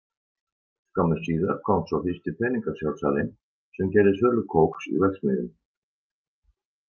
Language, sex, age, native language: Icelandic, male, 60-69, Icelandic